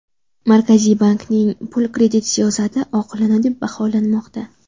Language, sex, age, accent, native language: Uzbek, female, under 19, Samarqand, Uzbek